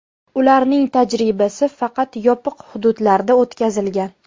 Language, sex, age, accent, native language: Uzbek, female, 19-29, Namangan, Uzbek